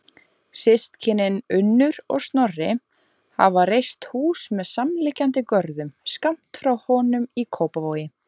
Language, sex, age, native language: Icelandic, female, 20-29, Icelandic